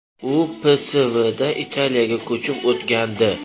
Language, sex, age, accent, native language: Uzbek, male, 25-34, Toshkent shahri, Uzbek